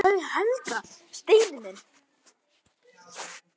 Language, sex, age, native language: Icelandic, male, 9, Icelandic